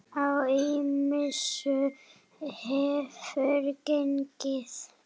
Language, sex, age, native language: Icelandic, female, 8, Icelandic